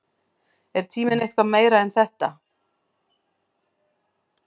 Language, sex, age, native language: Icelandic, female, 40-49, Icelandic